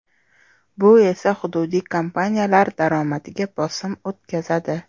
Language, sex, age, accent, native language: Uzbek, female, 18-24, Toshkent shahri, Uzbek